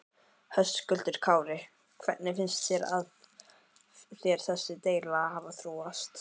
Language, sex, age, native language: Icelandic, female, 12, Icelandic